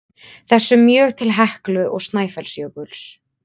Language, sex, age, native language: Icelandic, female, 20-29, Icelandic